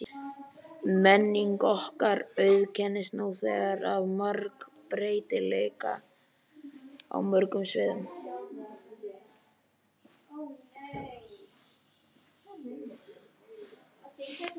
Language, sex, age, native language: Icelandic, male, 11, Icelandic